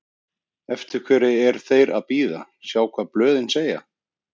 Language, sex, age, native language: Icelandic, male, 30-39, Icelandic